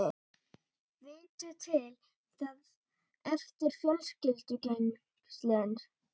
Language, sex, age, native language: Icelandic, female, 18-19, Icelandic